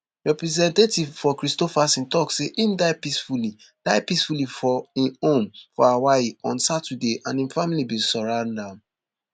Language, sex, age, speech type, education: Nigerian Pidgin, male, 15-29, spontaneous, tertiary